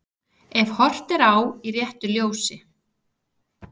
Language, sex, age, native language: Icelandic, female, 30-39, Icelandic